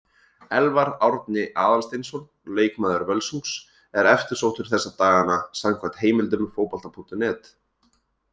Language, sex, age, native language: Icelandic, male, 20-29, Icelandic